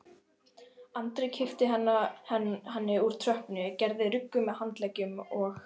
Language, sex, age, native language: Icelandic, female, 11, Icelandic